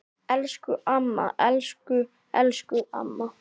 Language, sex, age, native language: Icelandic, male, 9, Icelandic